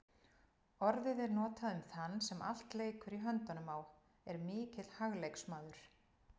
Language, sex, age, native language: Icelandic, female, 40-49, Icelandic